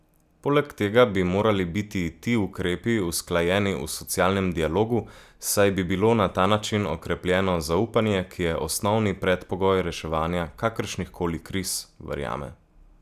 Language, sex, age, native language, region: Slovenian, male, 18-29, Slovenian, Gorica region